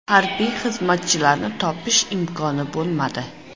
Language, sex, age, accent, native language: Uzbek, female, 25-34, Jizzax, Uzbek